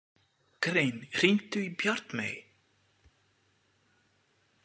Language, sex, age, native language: Icelandic, male, 20-29, French